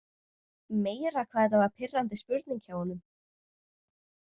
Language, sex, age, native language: Icelandic, female, 18-19, Icelandic